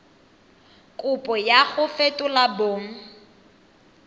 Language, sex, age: Tswana, female, 23